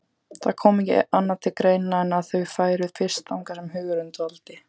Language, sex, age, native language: Icelandic, female, 18-19, Icelandic